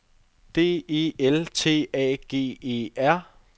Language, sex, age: Danish, male, 23